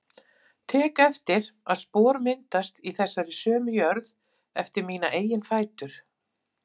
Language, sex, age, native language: Icelandic, female, 50-59, Icelandic